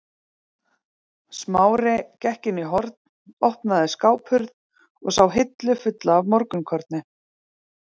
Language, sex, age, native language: Icelandic, female, 30-39, Icelandic